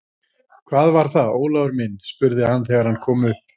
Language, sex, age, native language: Icelandic, female, 40-49, Icelandic